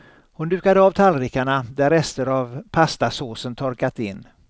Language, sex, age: Swedish, male, 63